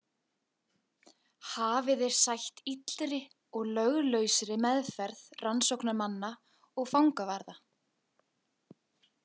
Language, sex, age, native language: Icelandic, female, 20-29, Icelandic